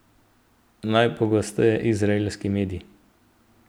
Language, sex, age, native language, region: Slovenian, male, 18-29, Slovenian, Central Slovenia